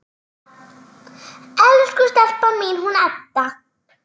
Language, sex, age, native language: Icelandic, male, 9, Icelandic